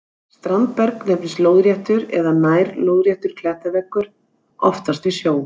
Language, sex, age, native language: Icelandic, female, 60-69, Icelandic